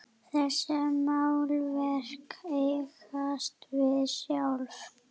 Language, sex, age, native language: Icelandic, female, 8, Icelandic